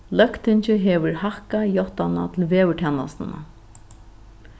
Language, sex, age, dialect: Faroese, female, 36-60, Norðuroyggjar